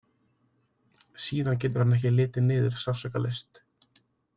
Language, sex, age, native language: Icelandic, male, 30-39, Icelandic